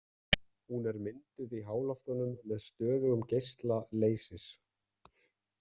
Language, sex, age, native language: Icelandic, male, 30-39, Icelandic